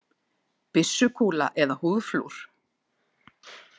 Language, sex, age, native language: Icelandic, female, 50-59, Icelandic